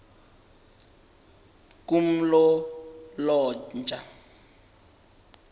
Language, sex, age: South Ndebele, male, 21